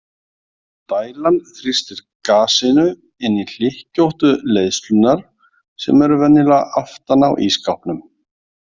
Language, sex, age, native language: Icelandic, male, 40-49, Icelandic